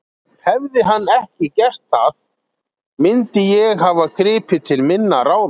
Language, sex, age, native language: Icelandic, male, 40-49, Icelandic